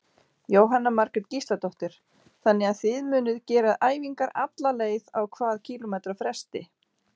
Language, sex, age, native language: Icelandic, female, 40-49, Icelandic